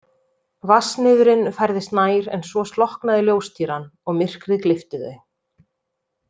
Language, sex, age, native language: Icelandic, female, 30-39, Icelandic